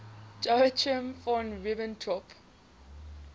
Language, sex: English, female